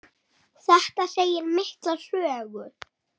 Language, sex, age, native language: Icelandic, female, 6, Icelandic